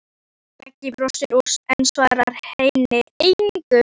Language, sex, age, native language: Icelandic, female, 11, Icelandic